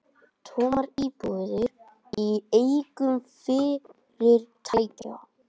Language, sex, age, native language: Icelandic, male, 20-29, Icelandic